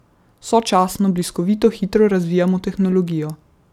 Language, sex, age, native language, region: Slovenian, female, 18-29, Slovenian, Central Slovenia